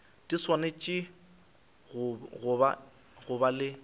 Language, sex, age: Northern Sotho, male, 23